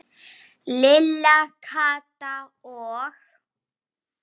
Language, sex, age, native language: Icelandic, female, 8, Icelandic